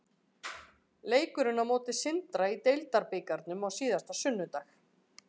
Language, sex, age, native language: Icelandic, female, 40-49, Icelandic